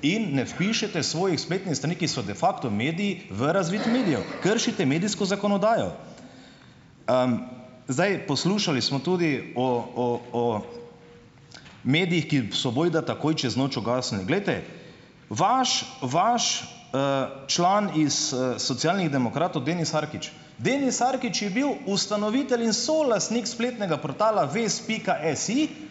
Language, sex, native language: Slovenian, male, Slovenian